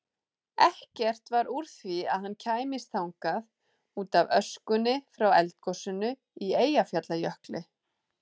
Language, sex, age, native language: Icelandic, female, 30-39, Icelandic